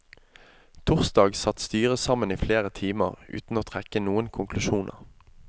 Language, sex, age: Norwegian, male, 25